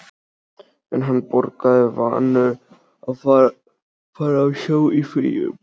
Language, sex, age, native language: Icelandic, male, 13, Icelandic